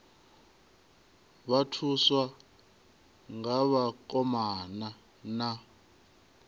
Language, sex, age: Venda, male, 23